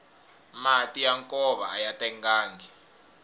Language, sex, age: Tsonga, male, 21